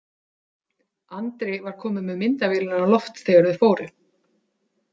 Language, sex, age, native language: Icelandic, female, 30-39, Icelandic